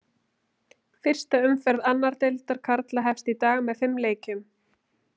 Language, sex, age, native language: Icelandic, female, 20-29, Icelandic